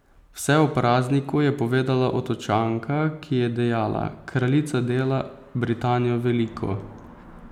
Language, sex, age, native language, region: Slovenian, male, 18-29, Slovenian, Posavska region